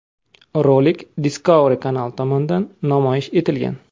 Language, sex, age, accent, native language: Uzbek, male, 25-34, Samarqand, Uzbek